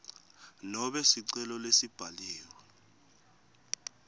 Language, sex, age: Swati, male, 18